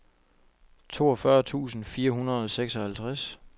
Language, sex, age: Danish, male, 25